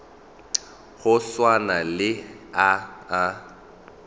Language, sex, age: Northern Sotho, male, 35